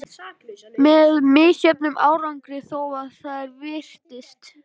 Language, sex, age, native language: Icelandic, male, 11, Icelandic